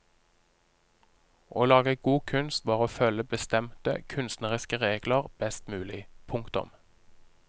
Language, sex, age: Norwegian, male, 30